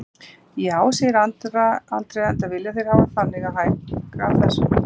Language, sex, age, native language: Icelandic, female, 50-59, Icelandic